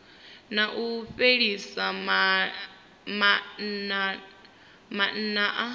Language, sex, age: Venda, female, 25